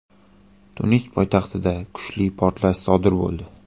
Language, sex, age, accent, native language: Uzbek, male, 18-24, Qoraqalpog'iston, Uzbek